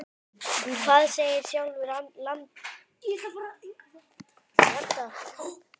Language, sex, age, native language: Icelandic, male, 10, Icelandic